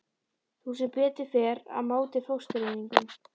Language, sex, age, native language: Icelandic, female, 12, Icelandic